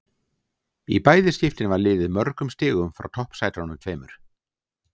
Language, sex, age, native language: Icelandic, male, 60-69, Icelandic